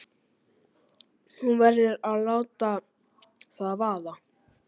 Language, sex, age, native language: Icelandic, male, 11, Icelandic